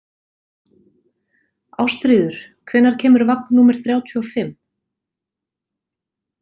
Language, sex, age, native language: Icelandic, female, 40-49, Icelandic